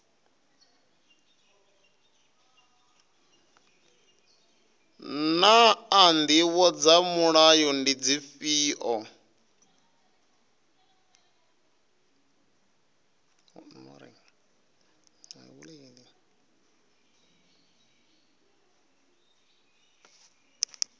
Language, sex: Venda, male